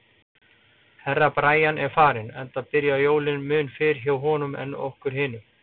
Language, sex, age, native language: Icelandic, male, 40-49, Icelandic